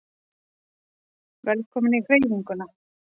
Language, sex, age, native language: Icelandic, female, 40-49, Icelandic